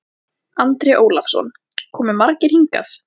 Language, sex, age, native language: Icelandic, female, 14, Icelandic